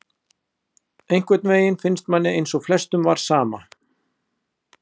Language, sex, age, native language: Icelandic, male, 40-49, Icelandic